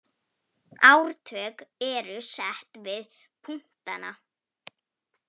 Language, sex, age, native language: Icelandic, female, 18-19, Polish